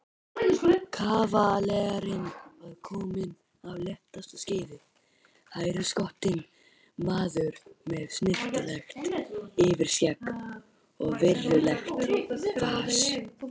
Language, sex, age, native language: Icelandic, male, 18-19, Icelandic